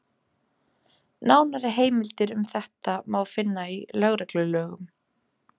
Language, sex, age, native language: Icelandic, female, 30-39, Icelandic